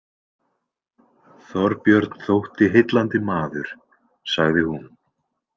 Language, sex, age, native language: Icelandic, male, 20-29, Icelandic